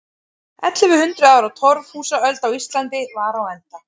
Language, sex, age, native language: Icelandic, female, 30-39, Icelandic